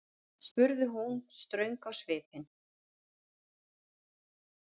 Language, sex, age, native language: Icelandic, female, 40-49, Icelandic